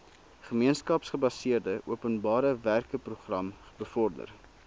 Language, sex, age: Afrikaans, male, 19